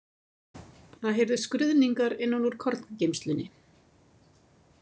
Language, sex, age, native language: Icelandic, female, 50-59, Icelandic